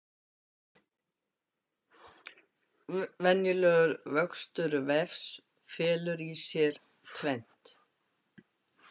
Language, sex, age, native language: Icelandic, female, 50-59, Icelandic